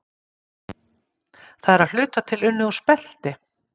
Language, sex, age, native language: Icelandic, female, 50-59, Icelandic